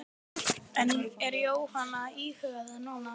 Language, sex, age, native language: Icelandic, female, 12, Icelandic